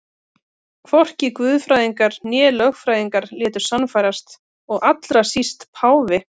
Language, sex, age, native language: Icelandic, female, 30-39, Icelandic